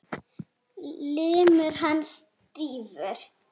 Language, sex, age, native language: Icelandic, female, 10, Icelandic